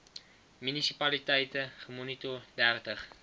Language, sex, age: Afrikaans, male, 19